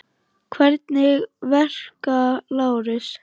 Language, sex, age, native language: Icelandic, female, 9, Icelandic